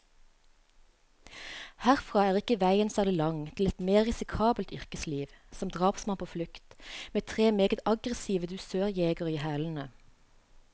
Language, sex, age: Norwegian, female, 35